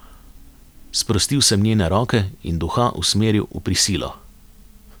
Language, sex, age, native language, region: Slovenian, male, 30-49, Slovenian, Savinja region